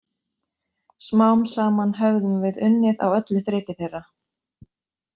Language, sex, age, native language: Icelandic, female, 20-29, Icelandic